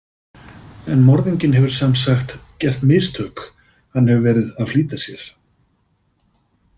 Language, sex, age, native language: Icelandic, male, 50-59, Icelandic